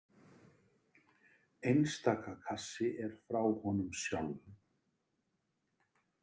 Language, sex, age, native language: Icelandic, male, 50-59, Icelandic